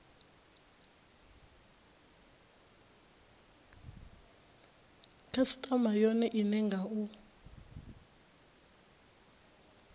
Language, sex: Venda, female